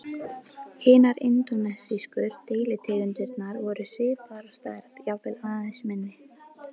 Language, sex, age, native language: Icelandic, female, 18-19, Icelandic